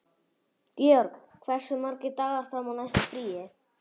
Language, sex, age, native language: Icelandic, male, 11, Icelandic